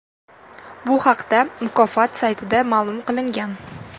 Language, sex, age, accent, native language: Uzbek, female, 19-29, Toshkent viloyati, Uzbek